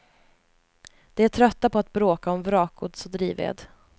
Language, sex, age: Swedish, female, 20